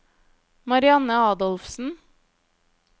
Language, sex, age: Norwegian, female, 25